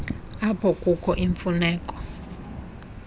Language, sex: Xhosa, female